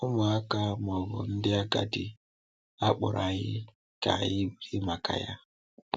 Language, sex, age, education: Igbo, male, 15-29, tertiary